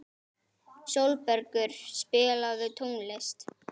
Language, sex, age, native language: Icelandic, female, 11, Icelandic